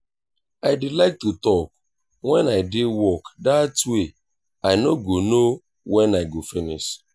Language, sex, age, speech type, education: Nigerian Pidgin, male, 30-45, spontaneous, tertiary